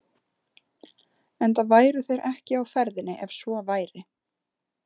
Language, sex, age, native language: Icelandic, female, 20-29, Icelandic